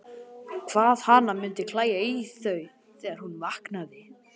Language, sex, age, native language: Icelandic, male, 11, Icelandic